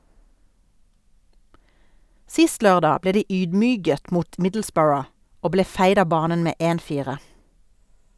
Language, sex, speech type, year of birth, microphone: Norwegian, female, read, 1972, Sennheiser